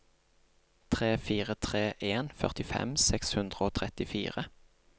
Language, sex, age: Norwegian, male, 28